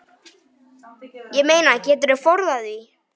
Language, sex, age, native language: Icelandic, male, 9, Icelandic